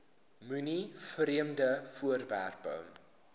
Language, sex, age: Afrikaans, male, 19